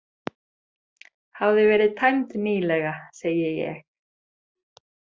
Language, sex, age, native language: Icelandic, female, 30-39, Icelandic